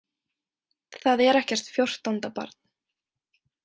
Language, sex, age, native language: Icelandic, female, 20-29, Icelandic